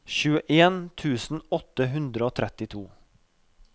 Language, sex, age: Norwegian, male, 32